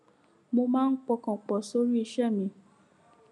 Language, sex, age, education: Yoruba, female, 15-29, tertiary